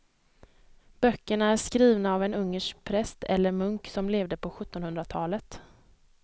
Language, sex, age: Swedish, female, 23